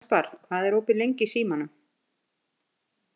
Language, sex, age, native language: Icelandic, female, 50-59, Icelandic